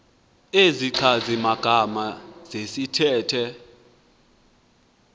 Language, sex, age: Xhosa, male, 20